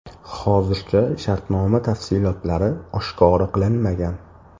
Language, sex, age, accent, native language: Uzbek, male, 18-24, Toshkent shahri, Uzbek